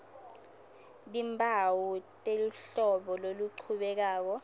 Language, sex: Swati, female